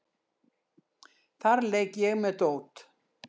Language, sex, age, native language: Icelandic, female, 60-69, Icelandic